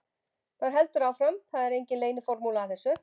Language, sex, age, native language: Icelandic, female, 50-59, Icelandic